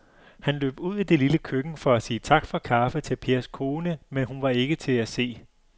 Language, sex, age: Danish, male, 35